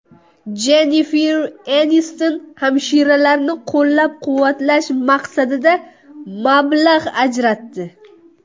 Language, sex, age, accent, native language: Uzbek, female, under 19, Buxoro, Uzbek